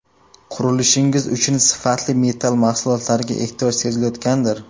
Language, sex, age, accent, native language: Uzbek, male, 18-24, Samarqand, Uzbek